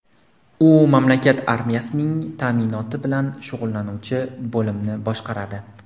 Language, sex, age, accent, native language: Uzbek, male, 18-24, Farg'ona, Uzbek